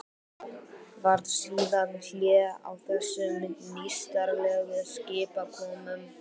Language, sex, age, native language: Icelandic, male, 12, Icelandic